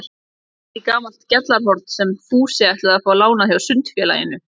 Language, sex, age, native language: Icelandic, female, 30-39, Icelandic